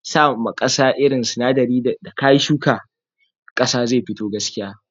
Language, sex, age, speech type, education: Hausa, male, 46-60, spontaneous, tertiary